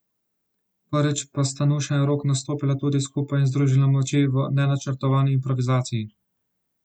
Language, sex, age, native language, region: Slovenian, male, 18-29, Slovenian, Central Slovenia